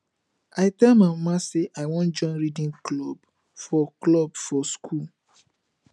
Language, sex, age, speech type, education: Nigerian Pidgin, male, 15-29, spontaneous, tertiary